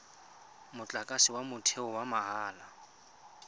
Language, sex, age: Tswana, male, 25